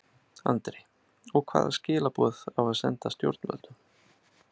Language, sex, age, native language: Icelandic, male, 30-39, Icelandic